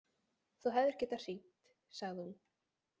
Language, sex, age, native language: Icelandic, female, 20-29, Icelandic